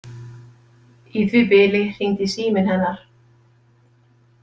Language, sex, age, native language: Icelandic, female, 50-59, Icelandic